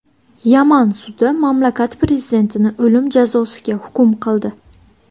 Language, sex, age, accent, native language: Uzbek, female, 19-29, Buxoro, Uzbek